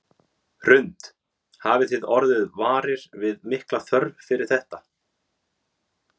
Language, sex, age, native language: Icelandic, male, 30-39, Icelandic